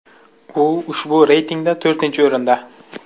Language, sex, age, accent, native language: Uzbek, male, 25-34, Buxoro, Uzbek